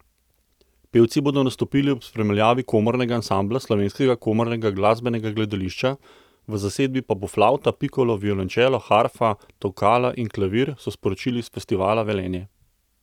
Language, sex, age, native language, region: Slovenian, male, 30-49, Slovenian, Central Slovenia